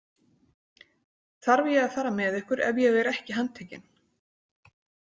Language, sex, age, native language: Icelandic, female, 40-49, Icelandic